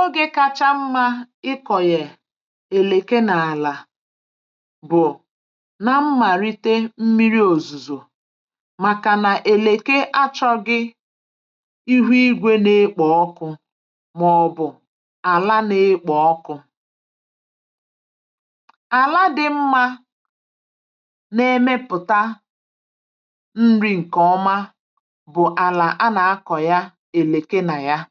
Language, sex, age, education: Igbo, female, 46-60, tertiary